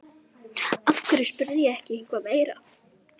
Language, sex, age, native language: Icelandic, female, 11, Icelandic